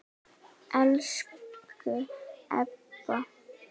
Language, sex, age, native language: Icelandic, female, 9, Icelandic